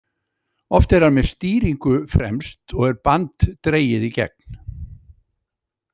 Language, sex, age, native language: Icelandic, male, 60-69, Icelandic